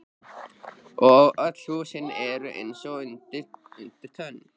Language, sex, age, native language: Icelandic, male, 13, Icelandic